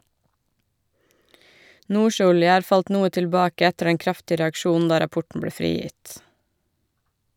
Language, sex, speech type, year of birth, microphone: Norwegian, female, read, 1982, Shure